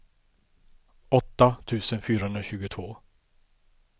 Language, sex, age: Swedish, male, 50